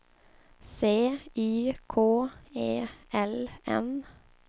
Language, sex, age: Swedish, female, 24